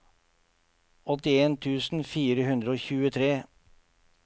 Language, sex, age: Norwegian, male, 48